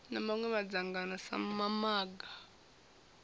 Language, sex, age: Venda, female, 21